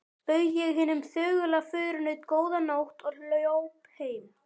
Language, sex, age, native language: Icelandic, female, 12, Icelandic